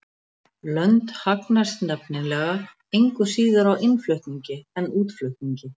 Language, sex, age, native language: Icelandic, female, 40-49, Icelandic